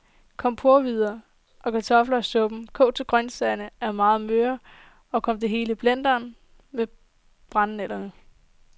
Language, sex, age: Danish, female, 18